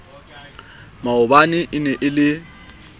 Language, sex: Southern Sotho, male